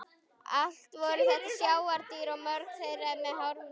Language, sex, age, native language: Icelandic, female, 11, Icelandic